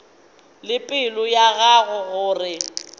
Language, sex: Northern Sotho, female